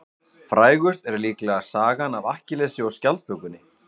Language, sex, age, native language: Icelandic, male, 40-49, Icelandic